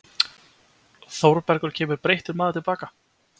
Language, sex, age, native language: Icelandic, male, 20-29, Icelandic